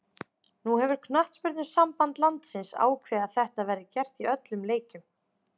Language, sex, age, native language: Icelandic, female, 30-39, Icelandic